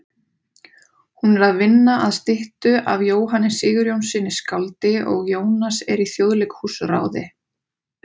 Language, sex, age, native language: Icelandic, female, 30-39, Icelandic